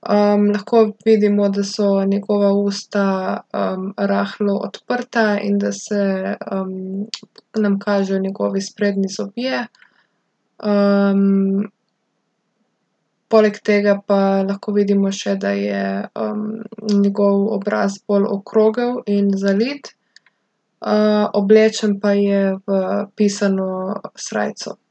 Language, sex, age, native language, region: Slovenian, female, 18-29, Slovenian, Gorica region